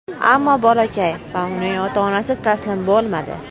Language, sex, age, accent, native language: Uzbek, female, under 19, Toshkent viloyati, Uzbek